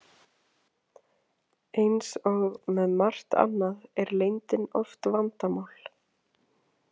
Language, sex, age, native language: Icelandic, female, 20-29, Icelandic